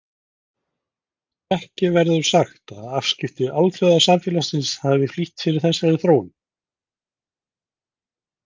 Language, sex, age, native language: Icelandic, male, 50-59, Icelandic